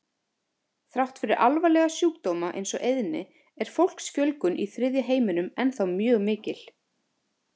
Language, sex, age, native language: Icelandic, female, 30-39, Icelandic